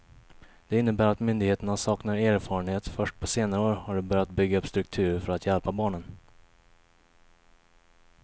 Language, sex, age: Swedish, male, 21